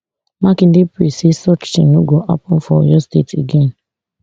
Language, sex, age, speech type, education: Nigerian Pidgin, female, 30-45, spontaneous, tertiary